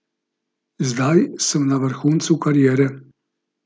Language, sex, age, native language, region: Slovenian, male, 50-59, Slovenian, Gorica region